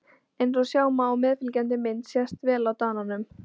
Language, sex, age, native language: Icelandic, female, 18-19, Icelandic